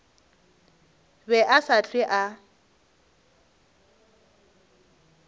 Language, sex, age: Northern Sotho, female, 23